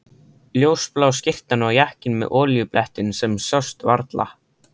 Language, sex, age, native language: Icelandic, male, 13, Icelandic